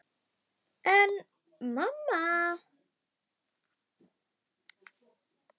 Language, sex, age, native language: Icelandic, female, 10, Icelandic